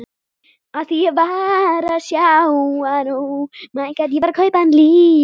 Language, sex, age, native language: Icelandic, female, 9, Icelandic